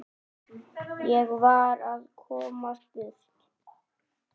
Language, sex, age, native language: Icelandic, male, 9, Icelandic